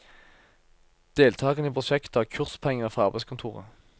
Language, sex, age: Norwegian, male, 24